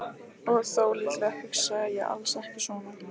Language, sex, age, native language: Icelandic, female, 15, Lithuanian